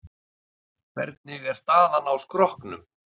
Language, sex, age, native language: Icelandic, male, 50-59, Icelandic